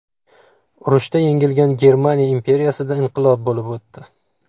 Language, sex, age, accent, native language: Uzbek, male, 25-34, Farg'ona, Uzbek